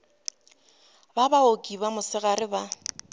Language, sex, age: Northern Sotho, female, 25